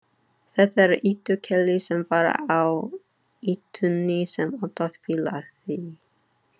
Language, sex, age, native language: Icelandic, female, 30-39, English